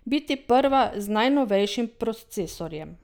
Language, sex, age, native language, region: Slovenian, female, 50-59, Slovenian, Drava region